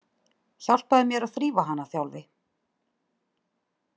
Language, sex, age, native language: Icelandic, female, 30-39, Icelandic